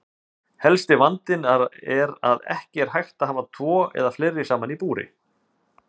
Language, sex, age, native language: Icelandic, male, 50-59, Icelandic